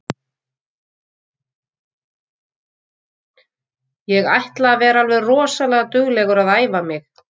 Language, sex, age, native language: Icelandic, female, 50-59, Icelandic